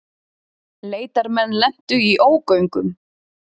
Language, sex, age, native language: Icelandic, female, 30-39, Icelandic